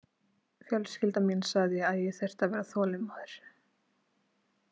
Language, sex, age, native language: Icelandic, female, 20-29, Icelandic